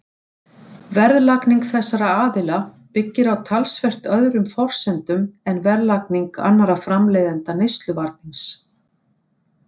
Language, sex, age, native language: Icelandic, female, 60-69, Icelandic